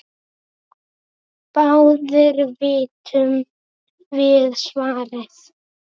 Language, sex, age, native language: Icelandic, female, 7, Icelandic